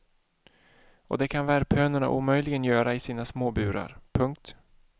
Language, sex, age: Swedish, male, 31